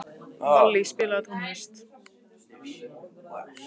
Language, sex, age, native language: Icelandic, female, 15, Icelandic